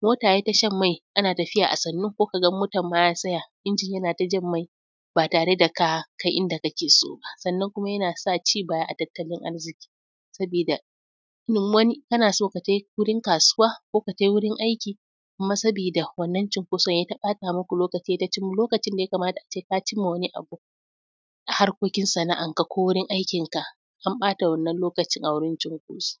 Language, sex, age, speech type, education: Hausa, female, 15-29, spontaneous, tertiary